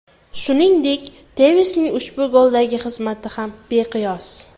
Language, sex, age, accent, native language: Uzbek, female, 18-24, Toshkent viloyati, Uzbek